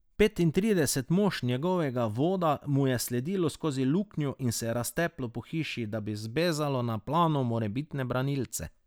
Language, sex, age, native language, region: Slovenian, male, 30-49, Slovenian, Drava region